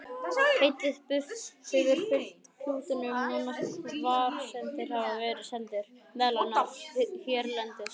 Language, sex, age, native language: Icelandic, male, 18-19, Icelandic